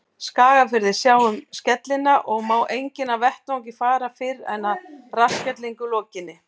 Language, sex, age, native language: Icelandic, female, 40-49, Icelandic